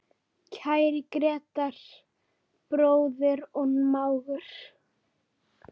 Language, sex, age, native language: Icelandic, female, 9, Icelandic